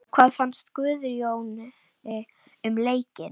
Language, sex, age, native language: Icelandic, female, 10, Icelandic